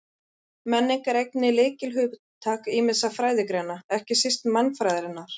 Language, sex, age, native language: Icelandic, female, 30-39, Icelandic